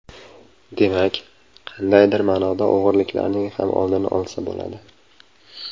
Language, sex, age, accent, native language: Uzbek, male, 25-34, Samarqand, Uzbek